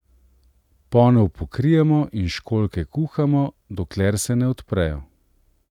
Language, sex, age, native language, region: Slovenian, male, 30-49, Slovenian, Central Slovenia